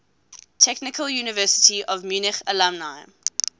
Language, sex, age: English, female, 20